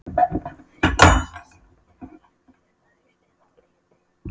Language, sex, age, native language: Icelandic, female, 12, Polish